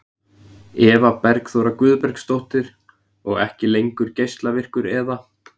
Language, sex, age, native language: Icelandic, male, 20-29, Icelandic